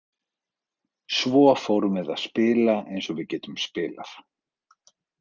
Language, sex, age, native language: Icelandic, male, 40-49, Icelandic